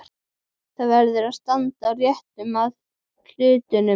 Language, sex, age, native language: Icelandic, female, 12, Icelandic